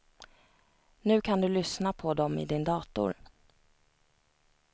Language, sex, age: Swedish, female, 29